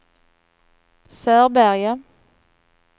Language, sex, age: Swedish, female, 39